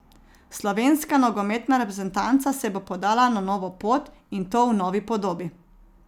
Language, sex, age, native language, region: Slovenian, female, 30-49, Slovenian, Zasavska region